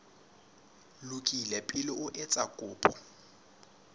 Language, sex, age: Southern Sotho, male, 19